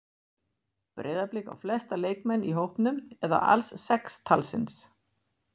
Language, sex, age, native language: Icelandic, female, 50-59, Icelandic